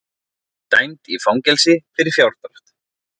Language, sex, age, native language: Icelandic, male, 40-49, Icelandic